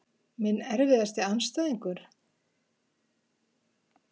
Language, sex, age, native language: Icelandic, female, 50-59, Icelandic